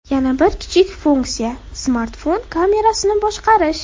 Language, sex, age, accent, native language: Uzbek, female, under 19, Andijon, Uzbek